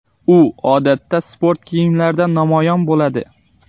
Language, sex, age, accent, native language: Uzbek, male, 18-24, Xorazm, Uzbek